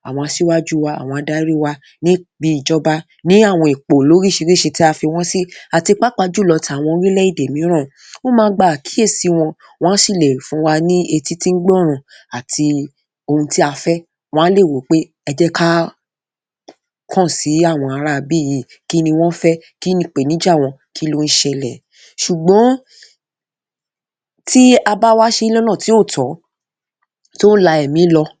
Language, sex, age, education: Yoruba, female, 30-45, tertiary